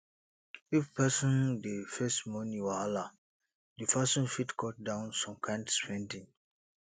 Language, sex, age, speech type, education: Nigerian Pidgin, male, 15-29, spontaneous, tertiary